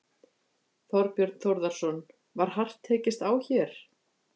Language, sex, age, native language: Icelandic, female, 50-59, Icelandic